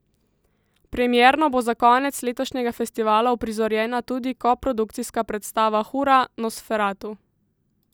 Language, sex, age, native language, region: Slovenian, female, 18-29, Slovenian, Central Slovenia